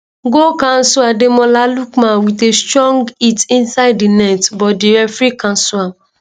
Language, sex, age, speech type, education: Nigerian Pidgin, female, 15-29, spontaneous, tertiary